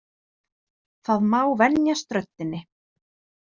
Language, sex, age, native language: Icelandic, female, 30-39, Icelandic